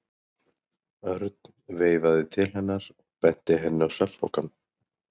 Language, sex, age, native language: Icelandic, male, 30-39, Icelandic